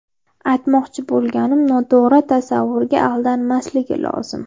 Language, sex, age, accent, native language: Uzbek, female, 12-17, Andijon, Uzbek